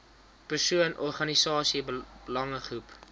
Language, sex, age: Afrikaans, male, 19